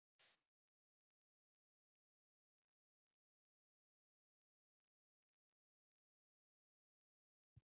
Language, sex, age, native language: Icelandic, male, 40-49, English